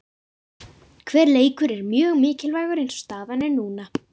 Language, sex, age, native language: Icelandic, female, 50-59, Icelandic